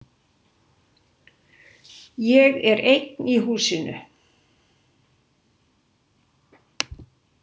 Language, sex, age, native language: Icelandic, female, 60-69, Icelandic